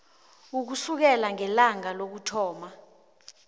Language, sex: South Ndebele, female